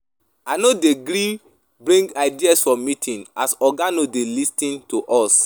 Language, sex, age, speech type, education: Nigerian Pidgin, female, 15-29, spontaneous, tertiary